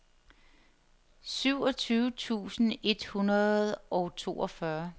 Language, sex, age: Danish, female, 50